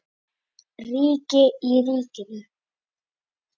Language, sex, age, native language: Icelandic, male, 10, Icelandic